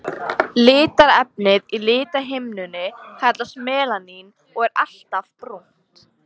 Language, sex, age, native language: Icelandic, female, 60-69, Icelandic